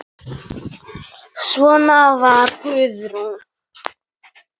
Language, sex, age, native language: Icelandic, male, 9, Icelandic